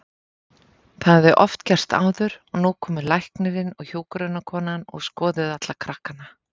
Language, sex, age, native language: Icelandic, female, 50-59, Icelandic